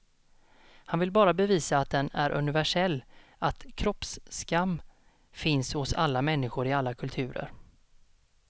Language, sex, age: Swedish, male, 32